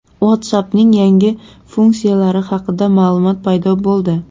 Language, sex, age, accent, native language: Uzbek, female, 18-24, Surxondaryo, Uzbek